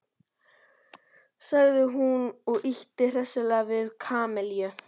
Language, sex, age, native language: Icelandic, male, 12, Icelandic